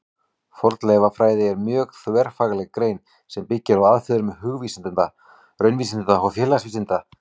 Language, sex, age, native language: Icelandic, male, 18-19, Icelandic